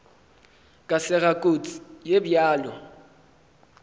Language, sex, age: Northern Sotho, male, 23